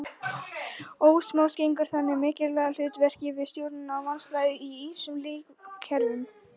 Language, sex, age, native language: Icelandic, female, 18-19, Icelandic